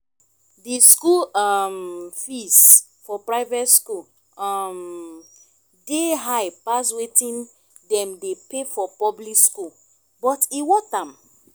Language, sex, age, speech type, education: Nigerian Pidgin, female, 15-29, spontaneous, tertiary